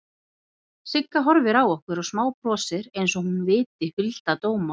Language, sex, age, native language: Icelandic, female, 30-39, Icelandic